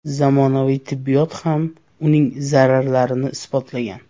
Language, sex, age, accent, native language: Uzbek, male, 18-24, Namangan, Uzbek